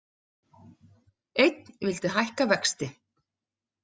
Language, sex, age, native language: Icelandic, female, 40-49, Icelandic